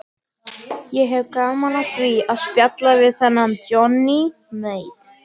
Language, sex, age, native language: Icelandic, female, 18-19, Icelandic